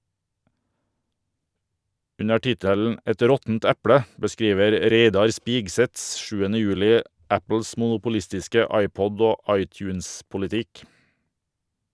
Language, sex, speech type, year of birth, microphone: Norwegian, male, read, 1978, Shure